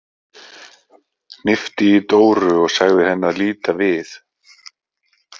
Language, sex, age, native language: Icelandic, male, 40-49, Icelandic